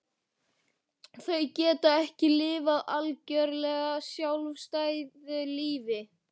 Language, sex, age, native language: Icelandic, male, 12, Icelandic